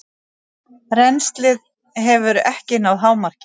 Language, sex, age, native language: Icelandic, female, 60-69, Icelandic